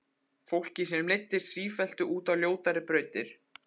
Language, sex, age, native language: Icelandic, male, 15, Icelandic